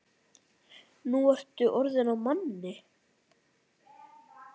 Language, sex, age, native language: Icelandic, male, 9, Icelandic